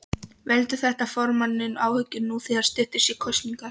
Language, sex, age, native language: Icelandic, female, 13, Polish